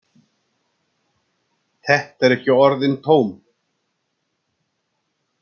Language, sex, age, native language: Icelandic, male, 60-69, Icelandic